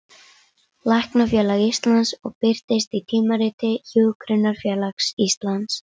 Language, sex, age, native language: Icelandic, female, 11, Icelandic